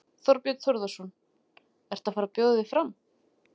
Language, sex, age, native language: Icelandic, female, 40-49, Icelandic